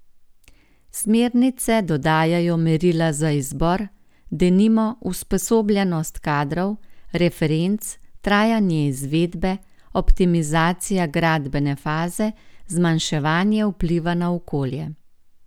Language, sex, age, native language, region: Slovenian, female, 50-59, Slovenian, Gorenjska region